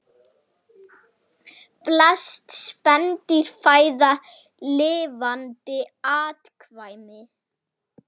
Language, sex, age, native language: Icelandic, male, 9, Icelandic